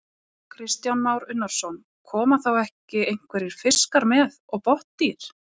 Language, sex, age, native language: Icelandic, female, 30-39, Icelandic